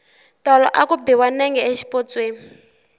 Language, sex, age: Tsonga, female, 23